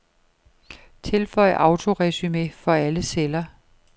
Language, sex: Danish, female